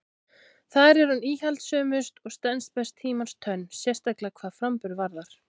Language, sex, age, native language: Icelandic, female, 16, Icelandic